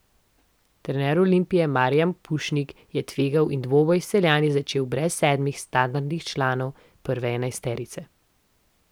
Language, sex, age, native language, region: Slovenian, female, 18-29, Slovenian, Central Slovenia